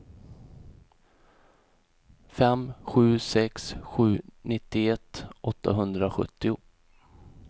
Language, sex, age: Swedish, male, 31